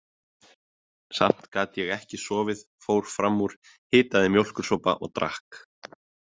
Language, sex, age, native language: Icelandic, male, 20-29, Icelandic